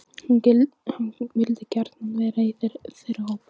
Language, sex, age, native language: Icelandic, female, 15, Icelandic